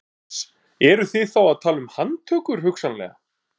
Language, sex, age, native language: Icelandic, male, 30-39, Icelandic